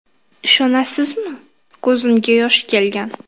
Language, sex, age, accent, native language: Uzbek, female, 19-29, Qashqadaryo, Uzbek